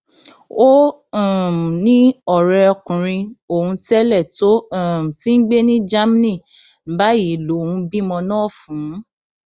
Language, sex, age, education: Yoruba, female, 15-29, tertiary